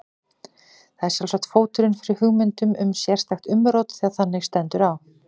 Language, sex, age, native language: Icelandic, female, 40-49, Icelandic